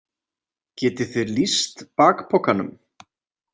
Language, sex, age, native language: Icelandic, male, 20-29, Icelandic